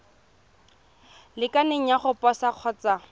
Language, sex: Tswana, female